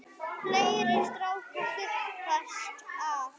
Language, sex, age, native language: Icelandic, male, 9, Icelandic